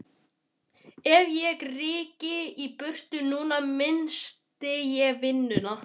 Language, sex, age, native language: Icelandic, male, 12, Icelandic